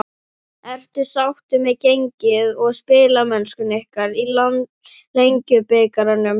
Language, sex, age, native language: Icelandic, female, 11, Icelandic